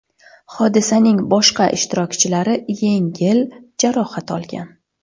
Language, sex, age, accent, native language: Uzbek, female, 25-34, Surxondaryo, Uzbek